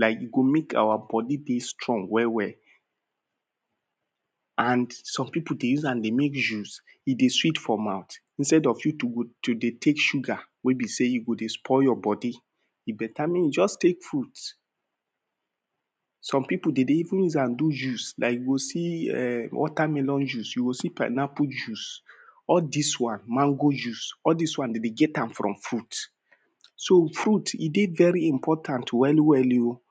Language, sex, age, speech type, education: Nigerian Pidgin, male, 30-45, spontaneous, tertiary